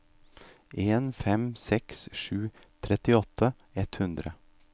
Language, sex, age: Norwegian, male, 38